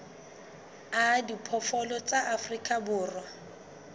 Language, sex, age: Southern Sotho, female, 23